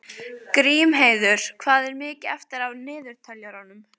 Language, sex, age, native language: Icelandic, female, 18-19, Icelandic